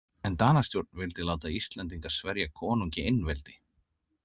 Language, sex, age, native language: Icelandic, male, 30-39, Icelandic